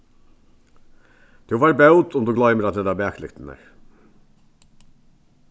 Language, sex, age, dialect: Faroese, male, 61+, Vágar